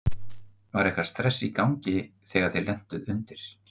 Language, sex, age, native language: Icelandic, male, 50-59, Icelandic